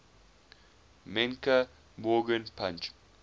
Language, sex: English, male